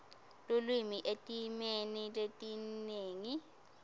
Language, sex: Swati, female